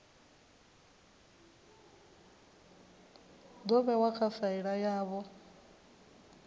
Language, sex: Venda, female